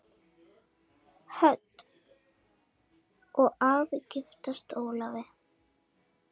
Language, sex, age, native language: Icelandic, female, 10, Icelandic